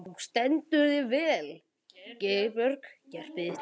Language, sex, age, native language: Icelandic, male, 11, Icelandic